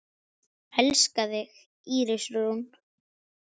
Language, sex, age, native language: Icelandic, female, 10, Icelandic